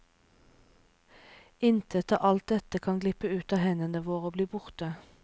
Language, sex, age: Norwegian, female, 36